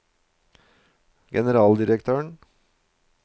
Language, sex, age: Norwegian, male, 53